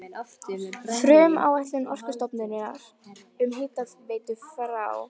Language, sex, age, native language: Icelandic, female, 18-19, Icelandic